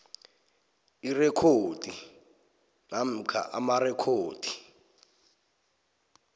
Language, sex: South Ndebele, male